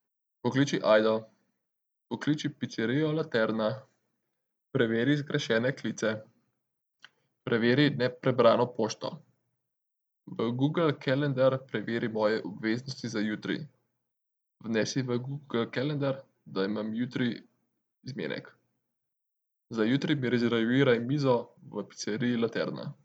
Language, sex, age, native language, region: Slovenian, male, 18-29, Slovenian, Central Slovenia